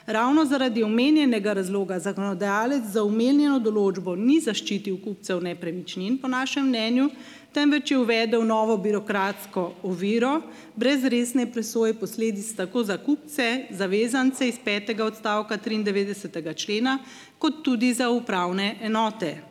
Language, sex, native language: Slovenian, female, Slovenian